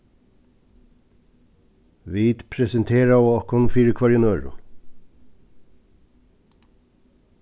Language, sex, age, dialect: Faroese, male, 36-60, Suðurstreymoy